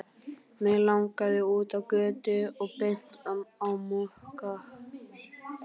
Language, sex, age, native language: Icelandic, male, 11, Icelandic